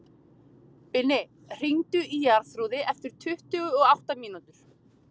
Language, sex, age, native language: Icelandic, female, 30-39, Icelandic